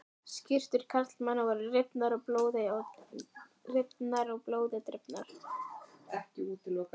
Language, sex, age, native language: Icelandic, female, 13, Icelandic